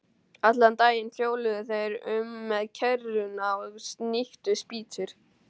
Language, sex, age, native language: Icelandic, male, 12, Icelandic